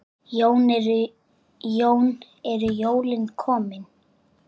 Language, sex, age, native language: Icelandic, male, 8, Icelandic